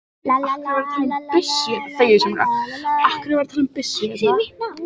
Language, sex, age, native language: Icelandic, female, 20-29, Icelandic